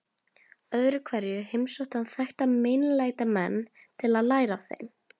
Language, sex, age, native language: Icelandic, female, 11, Norwegian